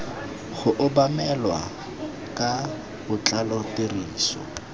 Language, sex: Tswana, male